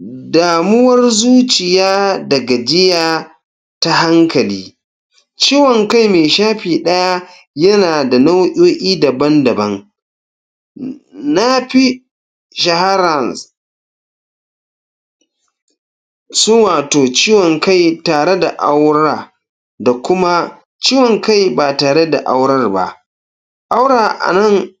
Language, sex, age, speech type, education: Hausa, male, 46-60, spontaneous, tertiary